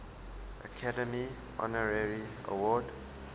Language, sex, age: English, male, 19